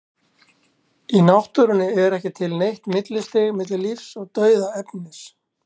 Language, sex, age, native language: Icelandic, male, 60-69, Icelandic